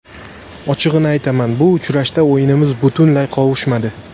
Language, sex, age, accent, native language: Uzbek, male, 18-24, Andijon, Uzbek